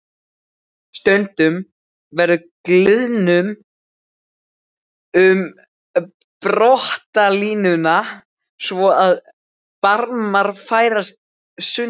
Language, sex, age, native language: Icelandic, male, 12, Icelandic